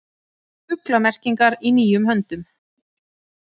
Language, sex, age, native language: Icelandic, female, 30-39, Icelandic